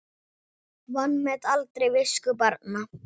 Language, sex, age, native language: Icelandic, female, 10, Icelandic